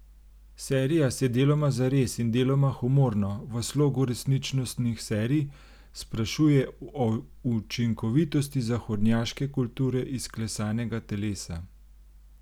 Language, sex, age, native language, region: Slovenian, male, 30-49, Slovenian, Gorenjska region